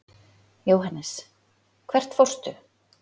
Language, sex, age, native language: Icelandic, female, 40-49, Icelandic